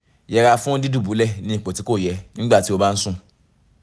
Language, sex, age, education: Yoruba, male, 15-29, tertiary